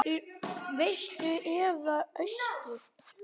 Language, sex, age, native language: Icelandic, other, 9, Icelandic